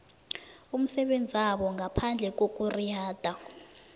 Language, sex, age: South Ndebele, female, 19